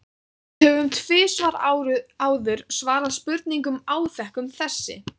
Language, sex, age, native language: Icelandic, female, 18-19, Icelandic